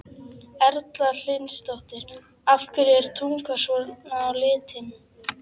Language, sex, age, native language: Icelandic, female, 11, Icelandic